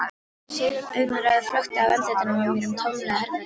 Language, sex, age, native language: Icelandic, female, 12, Icelandic